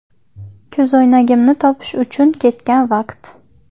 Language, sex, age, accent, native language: Uzbek, female, 25-34, Xorazm, Uzbek